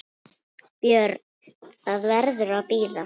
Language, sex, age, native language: Icelandic, female, 7, Icelandic